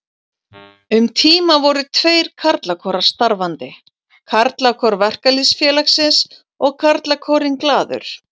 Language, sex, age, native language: Icelandic, female, 40-49, Icelandic